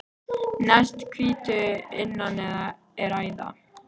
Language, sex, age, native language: Icelandic, female, 13, Icelandic